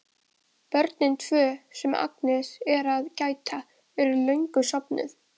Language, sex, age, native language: Icelandic, female, 12, Icelandic